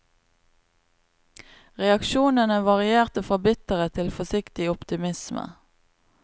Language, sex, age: Norwegian, female, 36